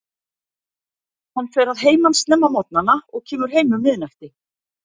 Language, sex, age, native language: Icelandic, female, 50-59, Icelandic